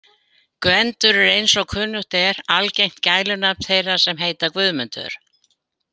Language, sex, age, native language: Icelandic, female, 70-79, Icelandic